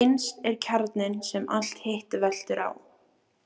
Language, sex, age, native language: Icelandic, female, 18-19, Icelandic